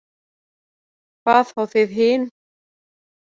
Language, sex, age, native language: Icelandic, female, 40-49, Icelandic